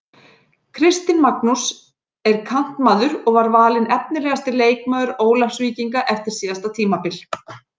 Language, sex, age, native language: Icelandic, female, 40-49, Icelandic